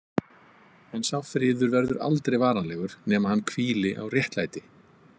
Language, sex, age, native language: Icelandic, male, 50-59, Icelandic